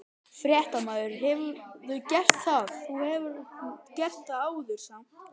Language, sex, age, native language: Icelandic, male, 11, Icelandic